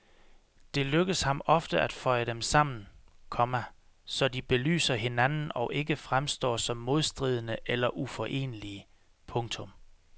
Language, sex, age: Danish, male, 33